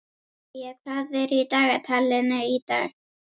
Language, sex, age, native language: Icelandic, female, 11, Icelandic